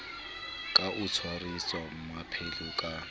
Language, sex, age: Southern Sotho, male, 26